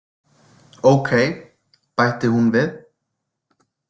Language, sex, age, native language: Icelandic, male, 20-29, Icelandic